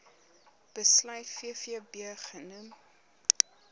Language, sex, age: Afrikaans, female, 18